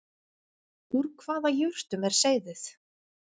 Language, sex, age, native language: Icelandic, female, 40-49, Icelandic